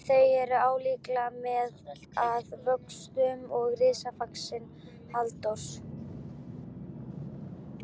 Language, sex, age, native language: Icelandic, female, 12, Icelandic